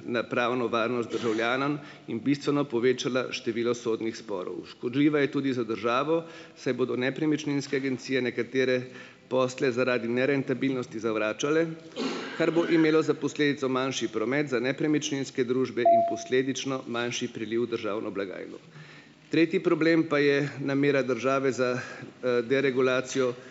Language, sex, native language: Slovenian, male, Slovenian